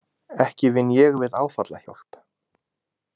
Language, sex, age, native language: Icelandic, male, 20-29, Icelandic